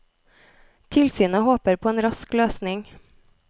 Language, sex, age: Norwegian, female, 33